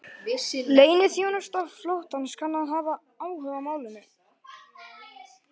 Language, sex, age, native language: Icelandic, male, 11, Icelandic